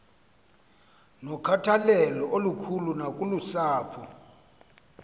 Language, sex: Xhosa, male